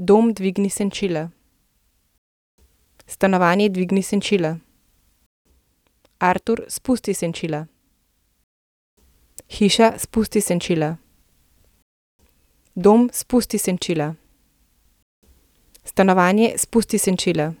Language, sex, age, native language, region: Slovenian, female, 30-49, Slovenian, Central Slovenia